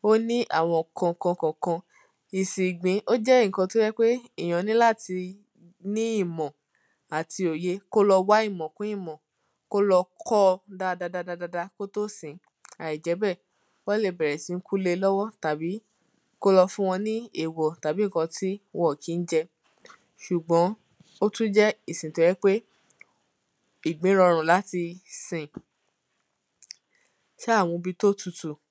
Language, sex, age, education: Yoruba, female, 15-29, tertiary